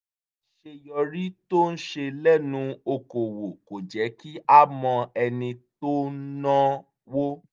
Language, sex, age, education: Yoruba, male, 15-29, tertiary